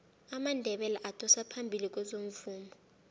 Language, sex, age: South Ndebele, female, 19